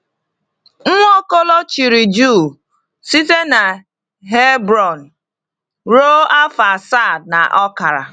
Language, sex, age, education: Igbo, female, 30-45, tertiary